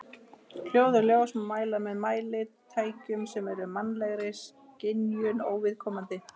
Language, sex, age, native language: Icelandic, female, 30-39, Icelandic